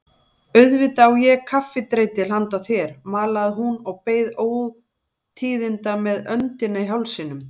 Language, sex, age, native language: Icelandic, female, 40-49, Icelandic